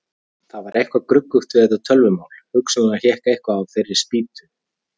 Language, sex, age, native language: Icelandic, male, 30-39, Icelandic